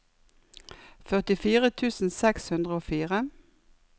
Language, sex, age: Norwegian, female, 56